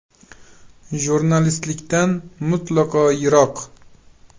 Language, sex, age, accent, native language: Uzbek, male, 18-24, Qashqadaryo, Uzbek